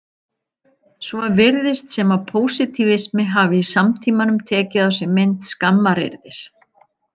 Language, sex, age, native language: Icelandic, female, 50-59, Icelandic